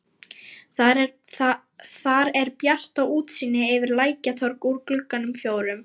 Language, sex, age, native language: Icelandic, female, 18-19, Lithuanian